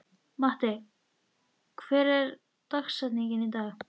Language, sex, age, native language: Icelandic, female, 13, Icelandic